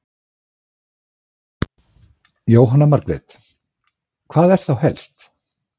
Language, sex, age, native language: Icelandic, male, 60-69, Icelandic